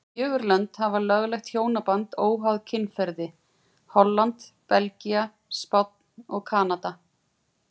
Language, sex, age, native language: Icelandic, female, 40-49, Icelandic